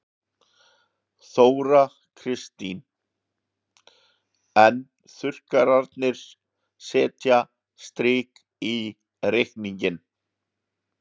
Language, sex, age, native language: Icelandic, male, 40-49, Icelandic